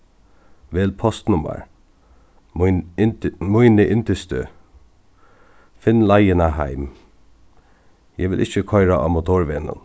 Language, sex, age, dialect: Faroese, male, 36-60, Suðuroy